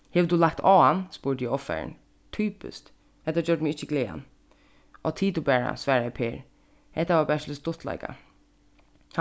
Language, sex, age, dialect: Faroese, female, 15-35, Suðurstreymoy